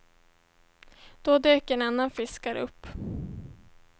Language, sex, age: Swedish, female, 17